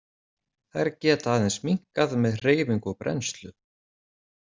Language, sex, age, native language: Icelandic, male, 40-49, Icelandic